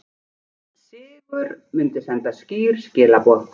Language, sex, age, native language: Icelandic, female, 40-49, Icelandic